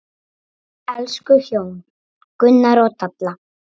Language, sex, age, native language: Icelandic, female, 7, Icelandic